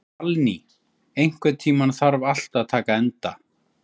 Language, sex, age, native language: Icelandic, male, 40-49, Icelandic